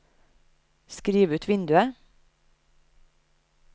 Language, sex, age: Norwegian, female, 30